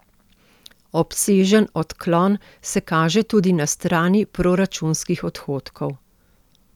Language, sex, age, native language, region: Slovenian, female, 50-59, Slovenian, Central Slovenia